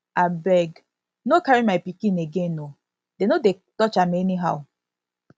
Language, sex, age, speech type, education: Nigerian Pidgin, female, 15-29, spontaneous, tertiary